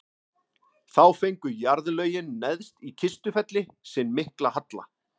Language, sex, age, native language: Icelandic, male, 30-39, Icelandic